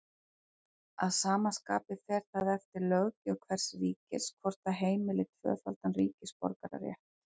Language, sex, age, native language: Icelandic, female, 40-49, Icelandic